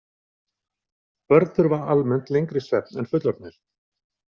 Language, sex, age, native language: Icelandic, male, 40-49, Icelandic